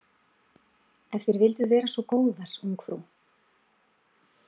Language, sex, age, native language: Icelandic, female, 40-49, Icelandic